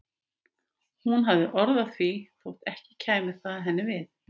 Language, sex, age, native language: Icelandic, female, 50-59, Icelandic